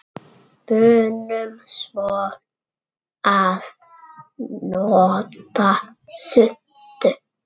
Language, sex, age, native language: Icelandic, male, 6, Icelandic